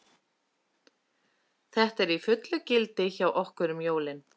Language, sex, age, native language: Icelandic, female, 30-39, Icelandic